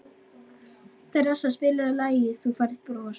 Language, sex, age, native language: Icelandic, female, 12, Icelandic